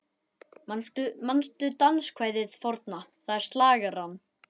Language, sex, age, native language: Icelandic, male, 11, Icelandic